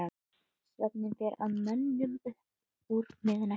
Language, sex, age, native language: Icelandic, female, 12, Icelandic